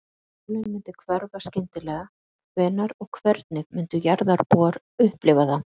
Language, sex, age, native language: Icelandic, female, 50-59, Icelandic